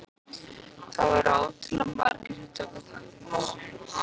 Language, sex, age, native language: Icelandic, female, 15, Icelandic